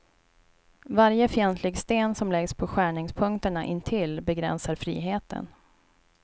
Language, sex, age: Swedish, female, 29